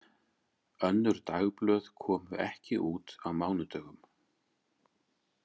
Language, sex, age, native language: Icelandic, male, 40-49, Icelandic